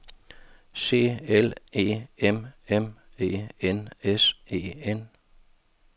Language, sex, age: Danish, male, 52